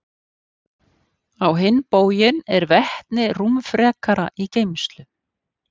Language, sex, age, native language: Icelandic, female, 50-59, Icelandic